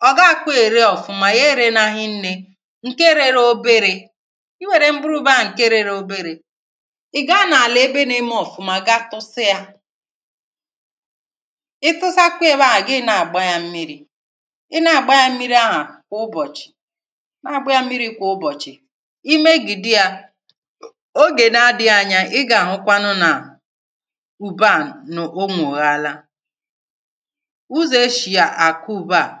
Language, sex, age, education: Igbo, female, 30-45, tertiary